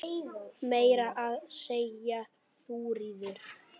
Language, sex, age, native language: Icelandic, male, 8, Icelandic